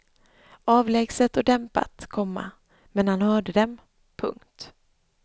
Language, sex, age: Swedish, female, 26